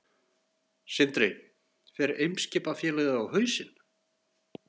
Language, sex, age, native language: Icelandic, male, 40-49, Icelandic